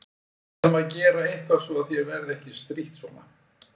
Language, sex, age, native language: Icelandic, male, 60-69, Icelandic